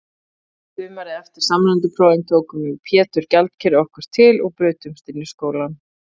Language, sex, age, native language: Icelandic, female, 30-39, Icelandic